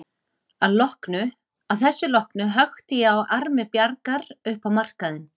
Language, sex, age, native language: Icelandic, female, 40-49, Icelandic